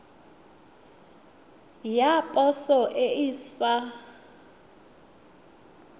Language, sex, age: Tswana, female, 21